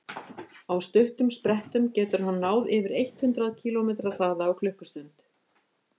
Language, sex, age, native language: Icelandic, female, 50-59, Icelandic